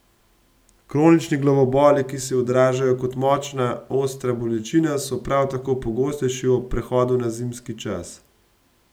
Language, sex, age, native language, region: Slovenian, male, 30-49, Slovenian, Gorenjska region